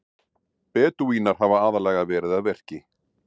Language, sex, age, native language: Icelandic, male, 40-49, Icelandic